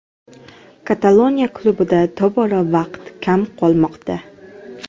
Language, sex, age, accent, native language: Uzbek, female, 12-17, Jizzax, Uzbek